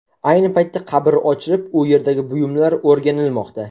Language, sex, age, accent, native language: Uzbek, male, 18-24, Navoiy, Uzbek